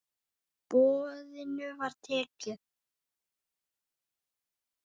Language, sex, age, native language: Icelandic, female, 9, Icelandic